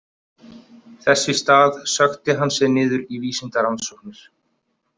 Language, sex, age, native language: Icelandic, male, 30-39, Icelandic